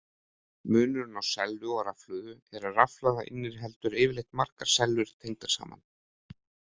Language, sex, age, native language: Icelandic, male, 30-39, Icelandic